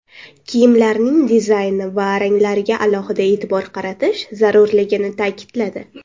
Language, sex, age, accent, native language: Uzbek, female, under 19, Navoiy, Uzbek